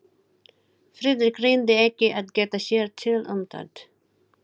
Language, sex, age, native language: Icelandic, female, 40-49, Filipino